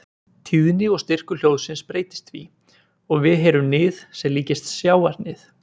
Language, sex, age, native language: Icelandic, male, 20-29, Icelandic